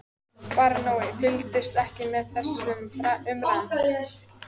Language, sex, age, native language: Icelandic, female, 14, Icelandic